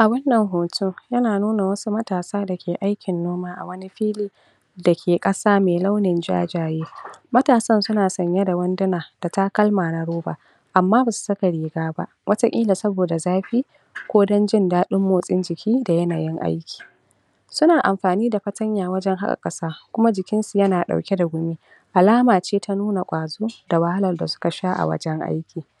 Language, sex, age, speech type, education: Hausa, female, 46-60, spontaneous, tertiary